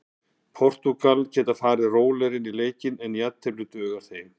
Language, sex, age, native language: Icelandic, male, 50-59, Icelandic